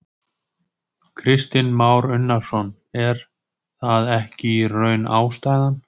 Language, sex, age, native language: Icelandic, male, 20-29, Icelandic